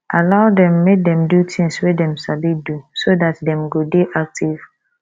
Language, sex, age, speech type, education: Nigerian Pidgin, female, 15-29, spontaneous, tertiary